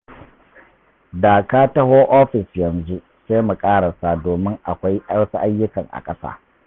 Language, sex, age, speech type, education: Hausa, male, 30-45, read, tertiary